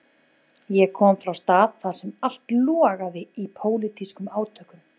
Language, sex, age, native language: Icelandic, female, 20-29, Icelandic